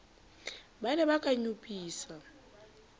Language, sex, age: Southern Sotho, female, 29